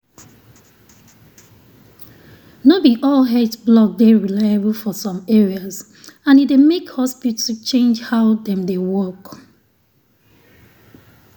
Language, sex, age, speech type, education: Nigerian Pidgin, female, 30-45, spontaneous, tertiary